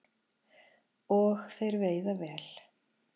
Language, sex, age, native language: Icelandic, female, 40-49, Icelandic